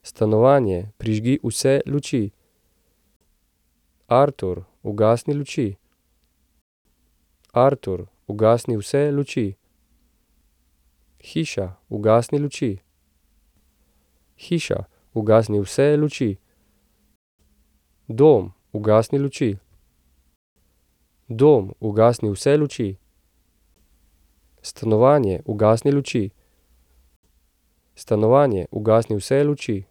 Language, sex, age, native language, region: Slovenian, male, 30-49, Slovenian, Central Slovenia